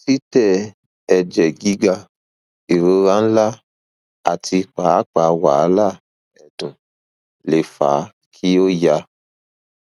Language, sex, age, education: Yoruba, male, 15-29, tertiary